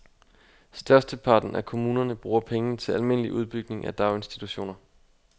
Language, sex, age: Danish, male, 25